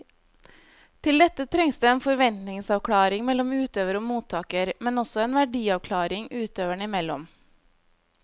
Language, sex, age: Norwegian, female, 25